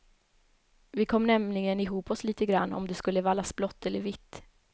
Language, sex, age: Swedish, female, 21